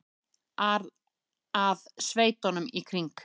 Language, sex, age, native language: Icelandic, female, 30-39, Icelandic